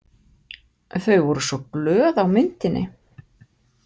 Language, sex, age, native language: Icelandic, female, 50-59, Icelandic